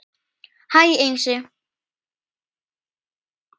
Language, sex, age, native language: Icelandic, female, 10, Icelandic